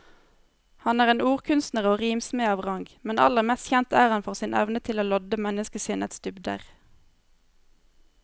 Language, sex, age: Norwegian, female, 23